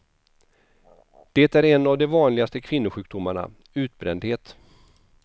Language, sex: Swedish, male